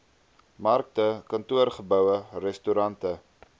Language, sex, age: Afrikaans, male, 22